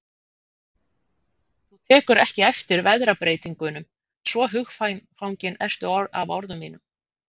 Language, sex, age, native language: Icelandic, female, 50-59, Icelandic